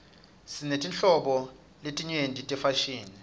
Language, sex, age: Swati, male, 25